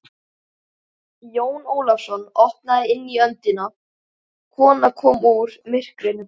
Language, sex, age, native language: Icelandic, male, 11, Icelandic